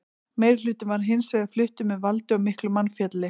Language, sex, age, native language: Icelandic, female, 40-49, Icelandic